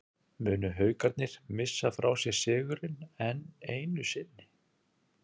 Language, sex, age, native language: Icelandic, male, 30-39, Icelandic